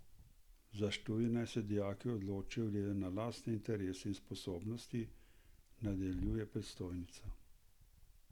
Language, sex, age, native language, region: Slovenian, male, 60+, Slovenian, Central Slovenia